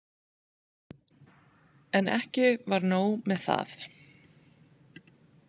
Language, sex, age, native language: Icelandic, female, 30-39, Icelandic